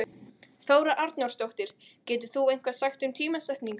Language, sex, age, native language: Icelandic, female, 20-29, Icelandic